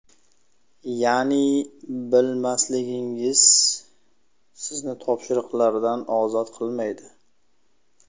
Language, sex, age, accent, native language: Uzbek, male, 25-34, Sirdaryo, Uzbek